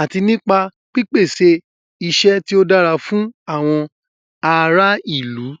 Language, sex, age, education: Yoruba, male, 15-29, tertiary